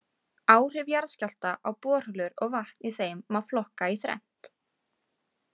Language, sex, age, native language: Icelandic, female, 18-19, Icelandic